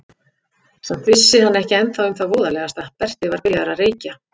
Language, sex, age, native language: Icelandic, female, 50-59, Icelandic